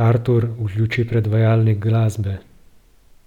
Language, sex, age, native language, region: Slovenian, male, 30-49, Slovenian, Gorenjska region